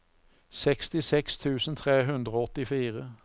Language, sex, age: Norwegian, male, 54